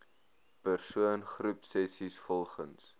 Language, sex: Afrikaans, male